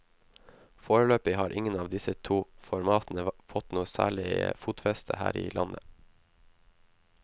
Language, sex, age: Norwegian, male, 19